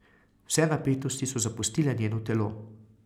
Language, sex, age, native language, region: Slovenian, male, 30-49, Slovenian, Carinthia region